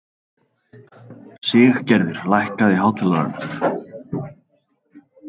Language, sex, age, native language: Icelandic, male, 30-39, Icelandic